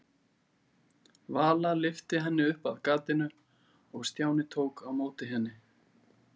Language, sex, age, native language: Icelandic, male, 40-49, Icelandic